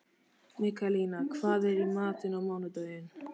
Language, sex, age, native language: Icelandic, male, 13, Icelandic